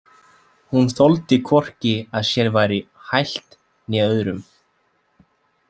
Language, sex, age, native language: Icelandic, male, 20-29, Icelandic